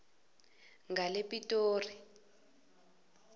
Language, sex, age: South Ndebele, female, 22